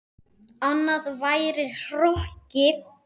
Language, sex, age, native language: Icelandic, male, 10, Icelandic